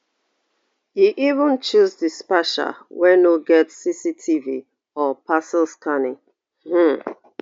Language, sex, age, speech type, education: Nigerian Pidgin, female, 30-45, spontaneous, tertiary